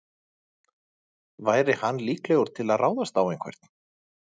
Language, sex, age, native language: Icelandic, male, 30-39, Icelandic